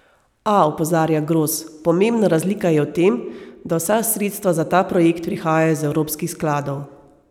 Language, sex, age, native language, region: Slovenian, female, 30-49, Slovenian, Savinja region